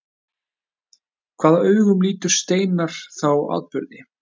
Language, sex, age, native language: Icelandic, male, 20-29, Icelandic